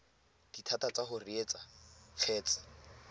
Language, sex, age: Tswana, male, 20